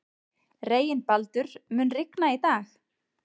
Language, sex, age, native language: Icelandic, female, 30-39, Icelandic